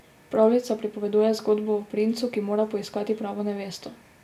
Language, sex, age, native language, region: Slovenian, female, 18-29, Slovenian, Drava region